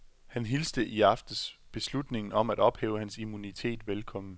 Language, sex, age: Danish, male, 27